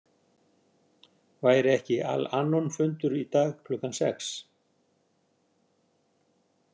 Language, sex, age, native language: Icelandic, male, 60-69, Icelandic